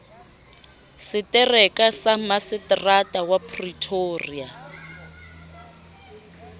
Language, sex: Southern Sotho, female